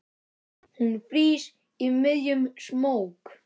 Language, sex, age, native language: Icelandic, female, 9, Icelandic